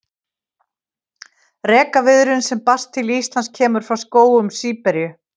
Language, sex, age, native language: Icelandic, female, 50-59, Icelandic